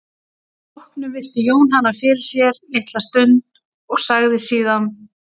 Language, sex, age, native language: Icelandic, female, 30-39, Icelandic